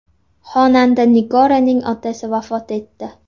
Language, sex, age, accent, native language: Uzbek, female, 19-29, Namangan, Uzbek